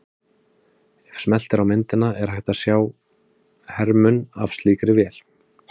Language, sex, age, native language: Icelandic, male, 30-39, Icelandic